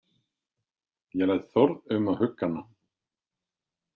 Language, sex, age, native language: Icelandic, male, 50-59, Icelandic